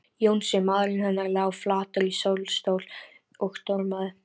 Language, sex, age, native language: Icelandic, female, 13, Icelandic